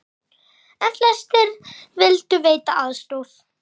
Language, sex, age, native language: Icelandic, male, 10, Icelandic